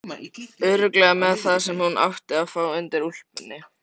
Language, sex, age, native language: Icelandic, male, 13, Icelandic